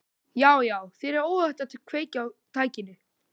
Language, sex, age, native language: Icelandic, male, 12, Icelandic